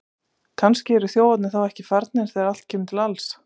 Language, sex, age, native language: Icelandic, female, 30-39, Icelandic